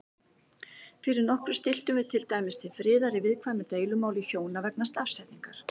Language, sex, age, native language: Icelandic, female, 60-69, Icelandic